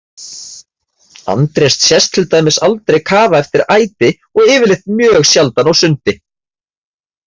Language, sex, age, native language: Icelandic, male, 30-39, Icelandic